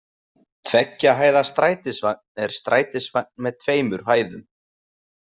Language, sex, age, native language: Icelandic, male, 20-29, Icelandic